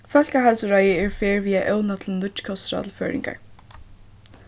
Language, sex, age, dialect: Faroese, female, 15-35, Suðurstreymoy